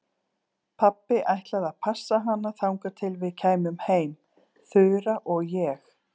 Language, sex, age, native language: Icelandic, female, 40-49, Icelandic